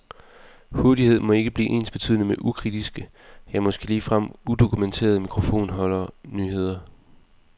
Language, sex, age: Danish, male, 20